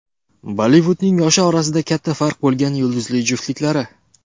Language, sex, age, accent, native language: Uzbek, male, 19-29, Qoraqalpog'iston, Karakalpak